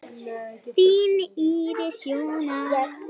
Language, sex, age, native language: Icelandic, female, 8, Icelandic